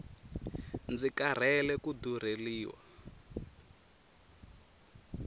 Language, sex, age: Tsonga, male, 24